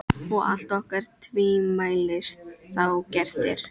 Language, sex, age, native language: Icelandic, female, 13, Icelandic